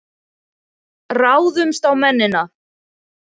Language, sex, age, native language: Icelandic, female, 20-29, Icelandic